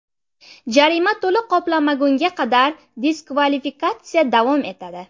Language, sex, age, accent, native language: Uzbek, female, 18-24, Navoiy, Uzbek